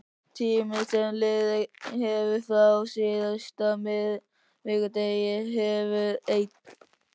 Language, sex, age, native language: Icelandic, male, 13, Icelandic